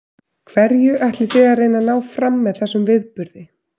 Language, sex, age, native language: Icelandic, female, 30-39, Icelandic